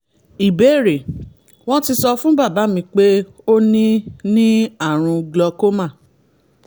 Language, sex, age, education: Yoruba, female, 30-45, tertiary